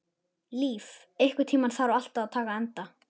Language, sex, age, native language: Icelandic, male, 11, Icelandic